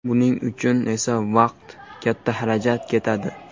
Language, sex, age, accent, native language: Uzbek, male, 12-17, Farg'ona, Uzbek